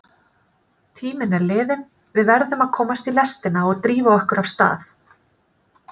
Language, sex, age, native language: Icelandic, female, 30-39, Icelandic